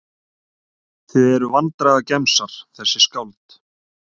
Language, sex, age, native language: Icelandic, male, 30-39, Icelandic